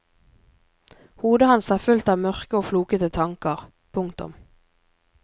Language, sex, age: Norwegian, female, 24